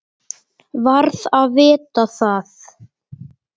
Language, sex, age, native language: Icelandic, male, 9, Icelandic